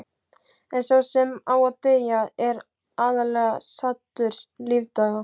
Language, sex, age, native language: Icelandic, male, 12, Icelandic